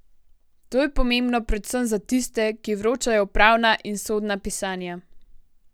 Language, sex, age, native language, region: Slovenian, female, 18-29, Slovenian, Gorenjska region